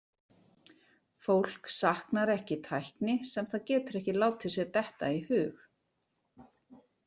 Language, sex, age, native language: Icelandic, female, 40-49, Icelandic